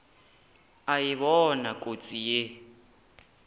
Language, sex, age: Northern Sotho, male, 19